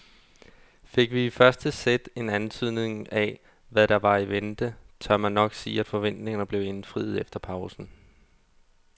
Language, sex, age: Danish, male, 32